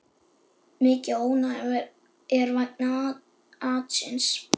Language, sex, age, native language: Icelandic, male, 8, Icelandic